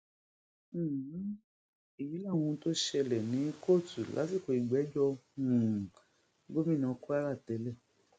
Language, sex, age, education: Yoruba, female, 46-60, tertiary